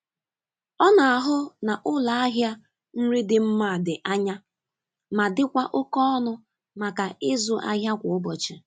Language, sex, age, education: Igbo, female, 15-29, tertiary